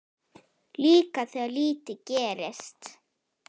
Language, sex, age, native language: Icelandic, female, 9, Icelandic